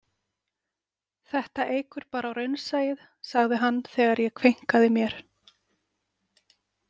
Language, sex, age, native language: Icelandic, female, 40-49, Icelandic